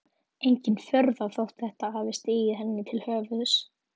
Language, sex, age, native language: Icelandic, female, 11, Icelandic